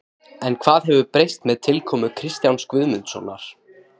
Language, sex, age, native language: Icelandic, male, 18-19, Icelandic